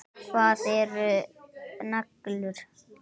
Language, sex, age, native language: Icelandic, male, 9, Icelandic